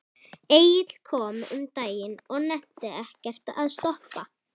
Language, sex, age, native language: Icelandic, female, 11, Icelandic